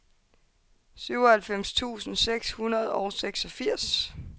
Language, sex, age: Danish, female, 22